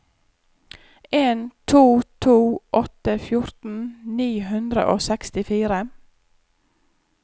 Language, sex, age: Norwegian, female, 34